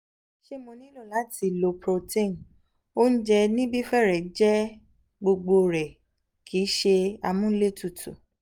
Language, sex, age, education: Yoruba, female, 15-29, tertiary